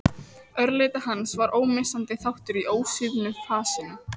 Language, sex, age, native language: Icelandic, female, 14, Icelandic